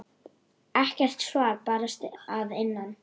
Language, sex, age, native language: Icelandic, female, 8, Icelandic